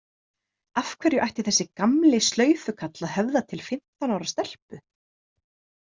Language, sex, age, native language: Icelandic, female, 30-39, Icelandic